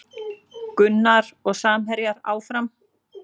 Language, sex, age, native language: Icelandic, female, 40-49, Icelandic